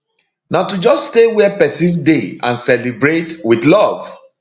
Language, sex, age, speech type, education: Nigerian Pidgin, male, 30-45, spontaneous, tertiary